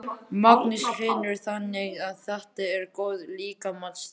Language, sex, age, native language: Icelandic, male, 11, Icelandic